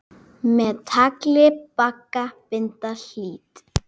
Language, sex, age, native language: Icelandic, female, 8, Icelandic